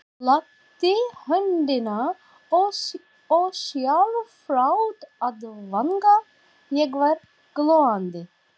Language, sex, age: Icelandic, female, 40-49